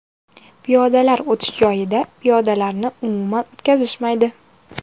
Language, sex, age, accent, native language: Uzbek, female, 19-29, Toshkent viloyati, Uzbek